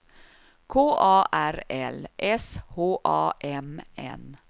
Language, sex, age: Swedish, female, 53